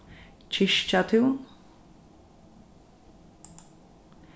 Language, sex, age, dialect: Faroese, female, 36-60, Norðurstreymoy/Eysturoy